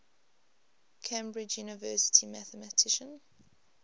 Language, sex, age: English, female, 20